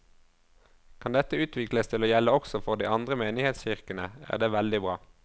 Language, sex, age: Norwegian, male, 22